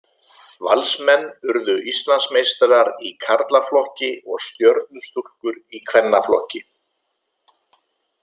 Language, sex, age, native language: Icelandic, male, 70-79, Icelandic